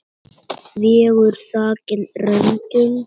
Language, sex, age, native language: Icelandic, male, 8, Icelandic